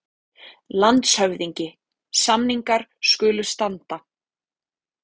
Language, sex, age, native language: Icelandic, female, 30-39, Icelandic